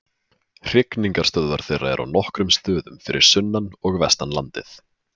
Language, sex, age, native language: Icelandic, male, 20-29, Icelandic